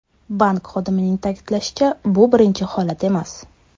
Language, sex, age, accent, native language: Uzbek, female, 25-34, Surxondaryo, Uzbek